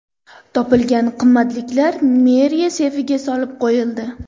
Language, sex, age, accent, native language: Uzbek, female, 18-24, Andijon, Uzbek